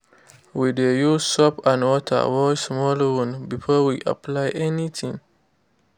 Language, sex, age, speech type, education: Nigerian Pidgin, male, 15-29, spontaneous, tertiary